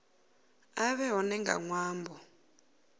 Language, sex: Venda, female